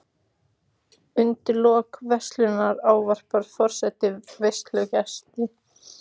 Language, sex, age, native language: Icelandic, female, 14, Icelandic